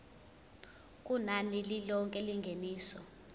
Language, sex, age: Zulu, female, 21